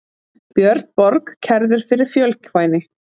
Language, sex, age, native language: Icelandic, female, 40-49, Icelandic